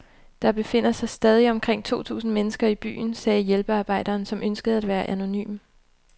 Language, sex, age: Danish, female, 29